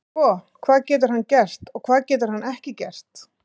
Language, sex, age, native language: Icelandic, female, 50-59, Icelandic